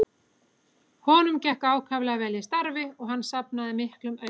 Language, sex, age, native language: Icelandic, female, 40-49, Icelandic